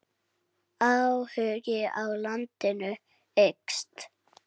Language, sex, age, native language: Icelandic, female, 7, Icelandic